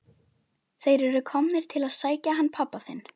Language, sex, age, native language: Icelandic, female, 11, Icelandic